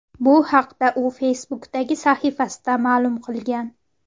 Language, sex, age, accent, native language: Uzbek, female, 18-24, Farg'ona, Uzbek